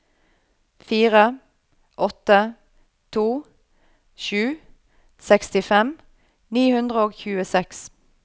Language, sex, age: Norwegian, female, 38